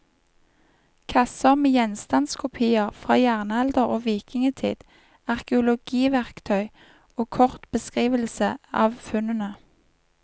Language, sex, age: Norwegian, female, 31